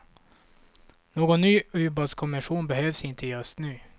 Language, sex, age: Swedish, male, 26